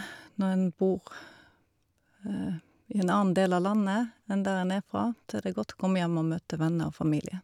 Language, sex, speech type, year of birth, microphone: Norwegian, female, spontaneous, 1972, Shure